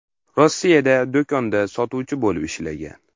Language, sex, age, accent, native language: Uzbek, male, under 19, Farg'ona, Uzbek